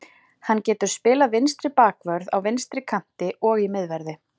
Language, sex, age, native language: Icelandic, female, 40-49, Icelandic